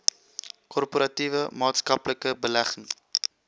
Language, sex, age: Afrikaans, male, 21